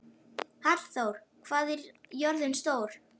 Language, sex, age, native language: Icelandic, male, 11, Icelandic